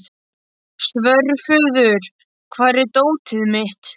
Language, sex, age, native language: Icelandic, male, 12, Icelandic